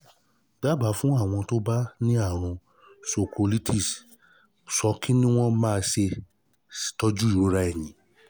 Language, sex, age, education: Yoruba, male, 30-45, tertiary